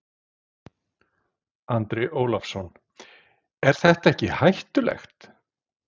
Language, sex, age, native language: Icelandic, male, 40-49, Icelandic